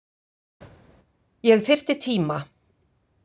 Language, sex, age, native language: Icelandic, female, 50-59, Icelandic